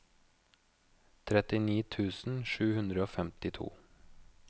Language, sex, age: Norwegian, male, 29